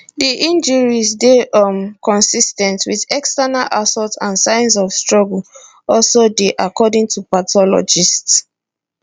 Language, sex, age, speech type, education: Nigerian Pidgin, female, 15-29, spontaneous, tertiary